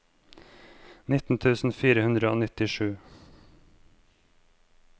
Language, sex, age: Norwegian, male, 23